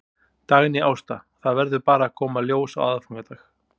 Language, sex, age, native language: Icelandic, male, 40-49, Icelandic